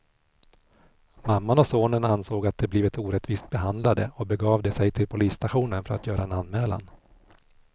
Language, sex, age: Swedish, male, 46